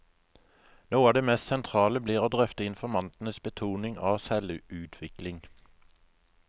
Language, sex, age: Norwegian, male, 57